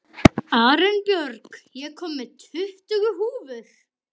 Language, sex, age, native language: Icelandic, male, 12, Icelandic